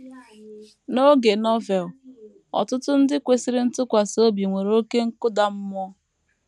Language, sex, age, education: Igbo, female, 15-29, tertiary